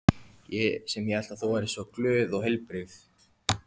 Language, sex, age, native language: Icelandic, male, 14, Icelandic